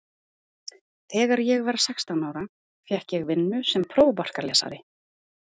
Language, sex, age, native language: Icelandic, female, 30-39, Icelandic